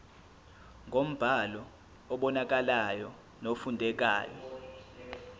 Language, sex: Zulu, male